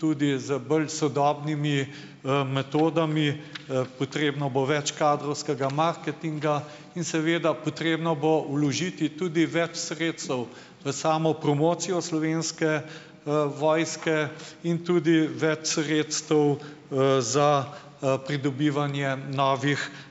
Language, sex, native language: Slovenian, male, Slovenian